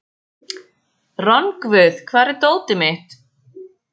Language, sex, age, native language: Icelandic, female, 14, Icelandic